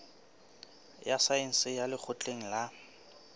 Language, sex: Southern Sotho, male